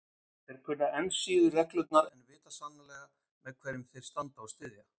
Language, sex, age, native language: Icelandic, male, 50-59, Icelandic